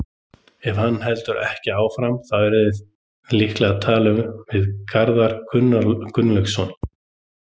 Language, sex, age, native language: Icelandic, male, 30-39, Icelandic